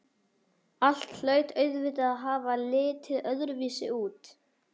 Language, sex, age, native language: Icelandic, male, 11, Icelandic